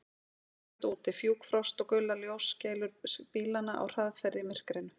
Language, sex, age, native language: Icelandic, female, 40-49, Icelandic